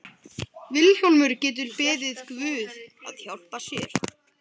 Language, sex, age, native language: Icelandic, male, 12, Icelandic